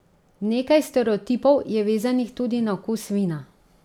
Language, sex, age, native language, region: Slovenian, female, 30-49, Slovenian, Central Slovenia